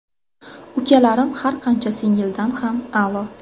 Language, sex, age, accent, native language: Uzbek, female, 25-34, Sirdaryo, Uzbek